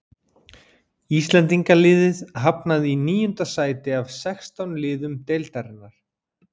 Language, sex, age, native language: Icelandic, male, 40-49, Icelandic